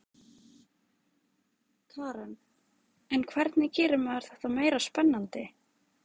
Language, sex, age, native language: Icelandic, female, 20-29, Icelandic